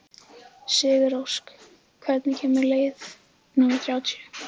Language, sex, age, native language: Icelandic, female, 15, Icelandic